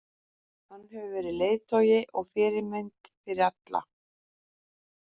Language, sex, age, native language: Icelandic, female, 50-59, Icelandic